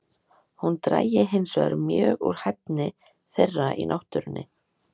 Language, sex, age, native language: Icelandic, female, 18-19, Icelandic